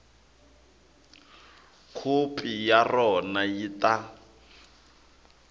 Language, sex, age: Tsonga, male, 22